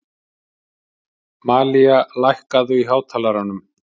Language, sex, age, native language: Icelandic, male, 50-59, Icelandic